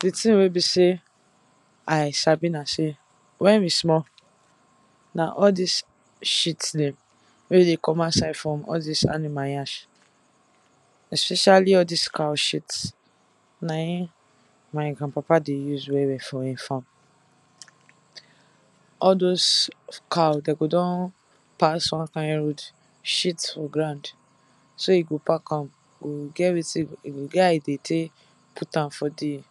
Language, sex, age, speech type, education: Nigerian Pidgin, female, 15-29, spontaneous, tertiary